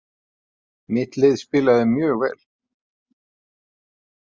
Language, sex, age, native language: Icelandic, male, 50-59, Icelandic